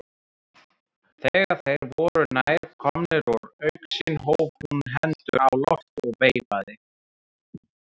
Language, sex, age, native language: Icelandic, male, 30-39, Icelandic